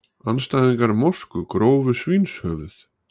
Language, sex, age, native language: Icelandic, male, 40-49, Icelandic